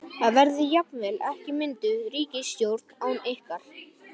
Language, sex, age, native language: Icelandic, male, 12, Icelandic